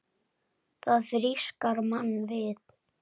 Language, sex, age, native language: Icelandic, male, 10, Icelandic